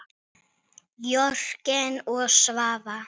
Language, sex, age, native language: Icelandic, female, 9, Icelandic